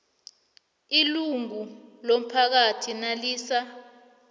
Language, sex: South Ndebele, female